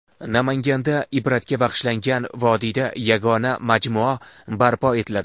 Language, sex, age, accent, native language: Uzbek, male, 18-24, Toshkent shahri, Uzbek